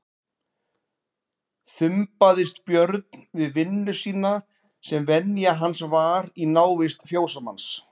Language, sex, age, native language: Icelandic, male, 40-49, Icelandic